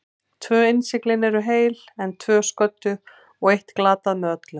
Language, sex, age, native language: Icelandic, female, 40-49, Icelandic